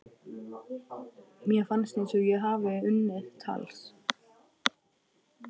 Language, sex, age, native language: Icelandic, male, 12, Icelandic